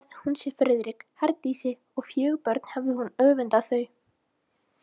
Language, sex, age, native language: Icelandic, female, 18-19, Icelandic